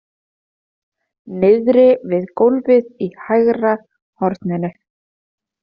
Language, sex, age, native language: Icelandic, female, 30-39, Icelandic